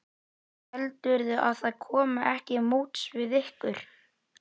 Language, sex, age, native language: Icelandic, male, 11, Icelandic